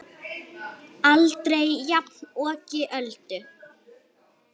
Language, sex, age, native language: Icelandic, female, 8, Icelandic